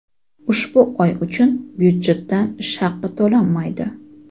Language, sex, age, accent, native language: Uzbek, female, 25-34, Toshkent shahri, Uzbek